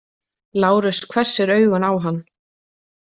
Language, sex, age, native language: Icelandic, female, 20-29, Icelandic